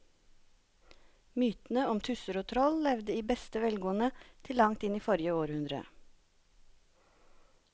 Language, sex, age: Norwegian, female, 36